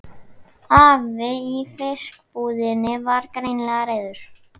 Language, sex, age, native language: Icelandic, male, 11, Icelandic